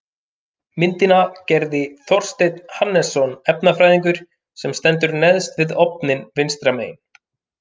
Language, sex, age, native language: Icelandic, male, 30-39, Icelandic